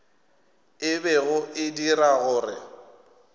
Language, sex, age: Northern Sotho, male, 21